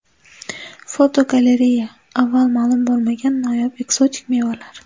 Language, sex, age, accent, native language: Uzbek, female, 18-24, Sirdaryo, Uzbek